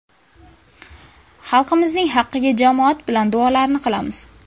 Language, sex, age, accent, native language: Uzbek, female, under 19, Buxoro, Uzbek